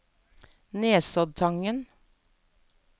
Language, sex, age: Norwegian, female, 47